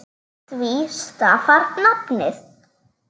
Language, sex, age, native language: Icelandic, female, 9, Icelandic